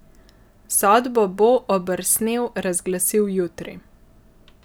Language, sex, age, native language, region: Slovenian, male, 50-59, Slovenian, Central Slovenia